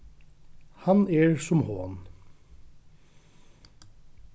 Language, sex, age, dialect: Faroese, male, 36-60, Norðuroyggjar